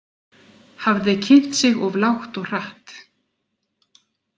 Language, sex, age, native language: Icelandic, female, 40-49, Icelandic